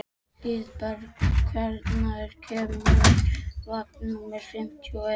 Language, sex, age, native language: Icelandic, male, 13, Icelandic